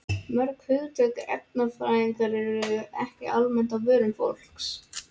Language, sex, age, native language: Icelandic, male, 12, Icelandic